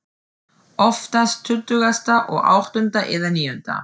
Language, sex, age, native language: Icelandic, female, 40-49, German